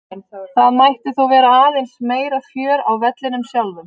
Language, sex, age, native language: Icelandic, female, 30-39, Icelandic